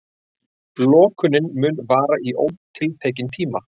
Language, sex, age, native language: Icelandic, male, 40-49, Icelandic